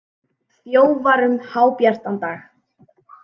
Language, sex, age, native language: Icelandic, female, 18-19, Icelandic